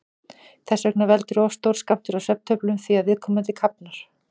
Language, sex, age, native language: Icelandic, female, 40-49, Icelandic